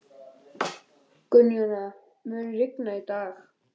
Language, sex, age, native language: Icelandic, male, 11, Icelandic